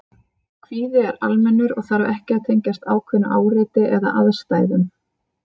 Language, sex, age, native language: Icelandic, female, 30-39, Icelandic